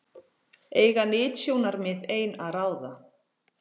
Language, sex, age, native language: Icelandic, female, 40-49, Icelandic